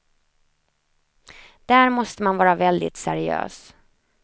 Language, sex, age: Swedish, female, 28